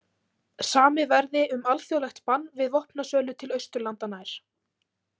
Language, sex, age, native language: Icelandic, female, 18-19, Icelandic